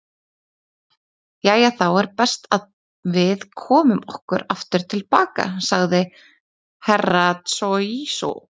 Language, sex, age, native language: Icelandic, female, 30-39, Icelandic